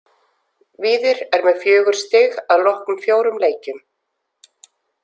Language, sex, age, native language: Icelandic, female, 40-49, Icelandic